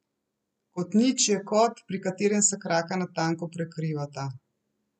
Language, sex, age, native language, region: Slovenian, female, 30-49, Slovenian, Central Slovenia